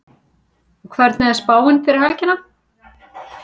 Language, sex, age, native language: Icelandic, female, 40-49, Icelandic